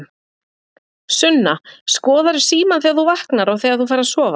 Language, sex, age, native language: Icelandic, female, 40-49, Icelandic